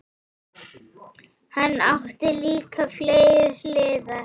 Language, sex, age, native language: Icelandic, female, 7, Icelandic